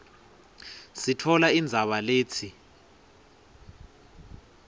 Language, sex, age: Swati, male, 20